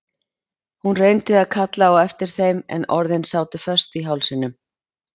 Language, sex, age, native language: Icelandic, female, 50-59, Icelandic